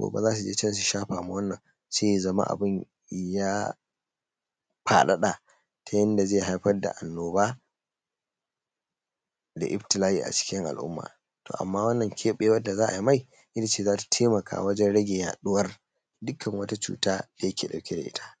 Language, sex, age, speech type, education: Hausa, male, 30-45, spontaneous, secondary